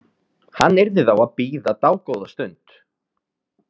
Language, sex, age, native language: Icelandic, male, 30-39, Icelandic